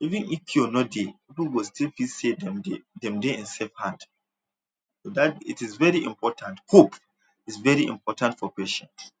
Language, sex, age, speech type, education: Nigerian Pidgin, male, 15-29, spontaneous, tertiary